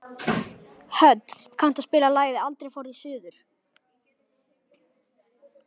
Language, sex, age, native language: Icelandic, male, 11, Icelandic